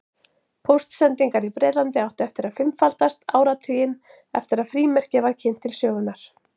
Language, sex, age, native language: Icelandic, female, 40-49, Icelandic